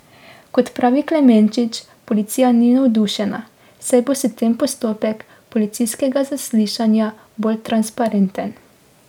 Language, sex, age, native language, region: Slovenian, female, 18-29, Slovenian, Drava region